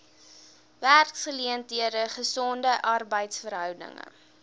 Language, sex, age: Afrikaans, female, 18